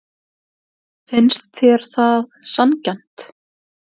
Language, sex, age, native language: Icelandic, female, 20-29, Icelandic